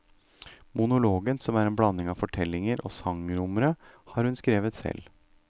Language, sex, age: Norwegian, male, 38